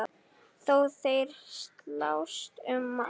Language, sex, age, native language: Icelandic, female, 8, Icelandic